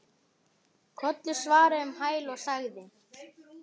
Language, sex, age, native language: Icelandic, male, 11, Icelandic